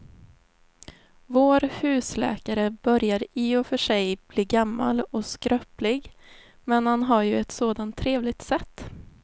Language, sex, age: Swedish, female, 20